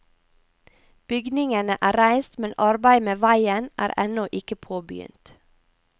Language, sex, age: Norwegian, female, 28